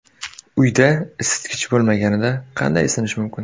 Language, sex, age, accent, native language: Uzbek, male, 18-24, Surxondaryo, Uzbek